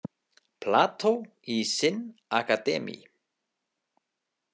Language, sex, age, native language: Icelandic, male, 50-59, Icelandic